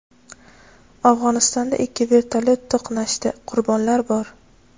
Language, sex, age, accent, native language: Uzbek, female, 18-24, Navoiy, Uzbek